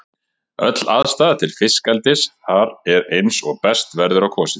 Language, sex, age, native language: Icelandic, male, 30-39, Icelandic